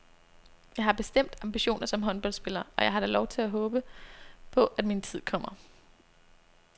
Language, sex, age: Danish, female, 26